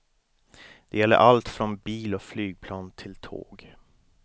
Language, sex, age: Swedish, male, 29